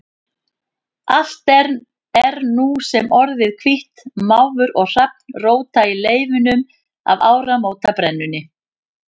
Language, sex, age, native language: Icelandic, female, 50-59, Icelandic